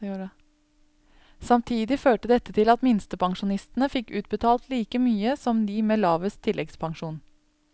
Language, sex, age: Norwegian, female, 27